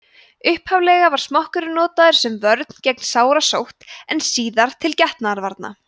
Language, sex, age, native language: Icelandic, female, 20-29, Icelandic